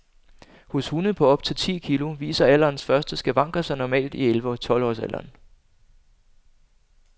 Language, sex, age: Danish, male, 25